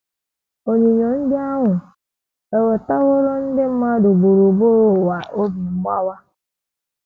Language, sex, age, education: Igbo, female, 15-29, tertiary